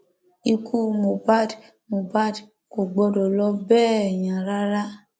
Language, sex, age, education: Yoruba, female, 15-29, tertiary